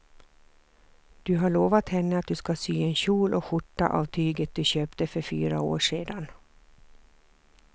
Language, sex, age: Swedish, female, 47